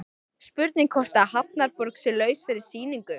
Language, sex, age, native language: Icelandic, male, 13, Icelandic